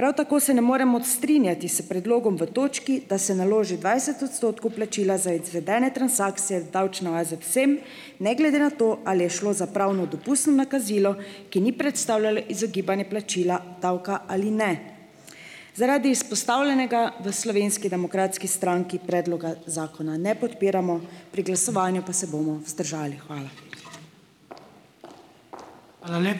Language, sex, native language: Slovenian, female, Slovenian